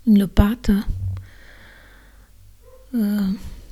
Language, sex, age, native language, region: Slovenian, female, 60+, Slovenian, Gorenjska region